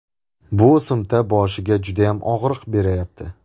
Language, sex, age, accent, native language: Uzbek, male, 18-24, Andijon, Uzbek